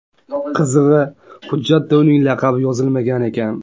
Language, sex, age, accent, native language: Uzbek, male, 18-24, Namangan, Uzbek